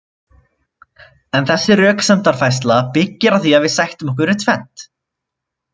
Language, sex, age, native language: Icelandic, male, 20-29, Icelandic